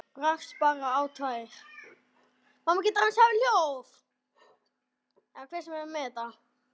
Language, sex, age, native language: Icelandic, male, 10, Icelandic